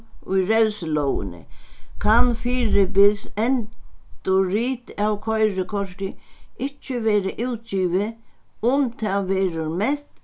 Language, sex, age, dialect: Faroese, female, 61+, Sandoy